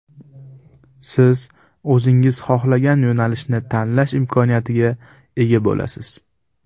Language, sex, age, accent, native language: Uzbek, male, under 19, Farg'ona, Uzbek